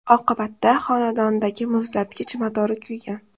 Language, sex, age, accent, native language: Uzbek, female, under 19, Toshkent shahri, Uzbek